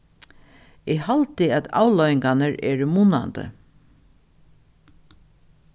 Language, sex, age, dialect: Faroese, female, 36-60, Norðuroyggjar